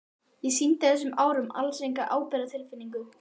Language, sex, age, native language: Icelandic, male, 12, Icelandic